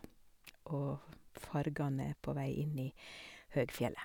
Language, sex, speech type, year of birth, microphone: Norwegian, female, spontaneous, 1970, Sennheiser